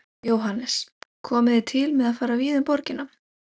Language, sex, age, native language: Icelandic, female, 17, Icelandic